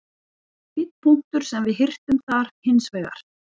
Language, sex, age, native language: Icelandic, female, 40-49, Icelandic